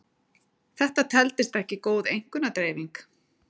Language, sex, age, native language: Icelandic, female, 40-49, Icelandic